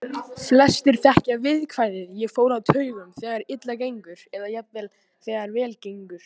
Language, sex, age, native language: Icelandic, male, 18-19, Icelandic